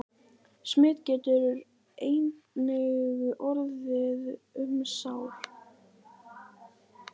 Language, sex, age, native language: Icelandic, female, 18-19, Icelandic